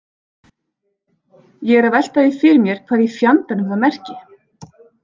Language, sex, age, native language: Icelandic, female, 40-49, Icelandic